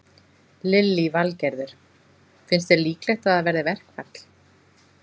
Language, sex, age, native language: Icelandic, female, 20-29, Icelandic